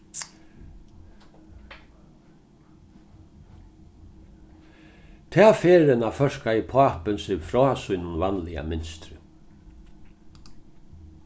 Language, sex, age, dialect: Faroese, male, 61+, Norðurstreymoy/Eysturoy